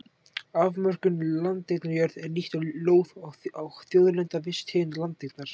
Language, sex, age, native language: Icelandic, male, 18-19, Icelandic